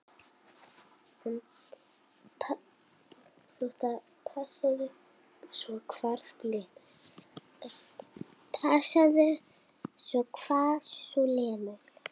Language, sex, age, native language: Icelandic, female, 10, Icelandic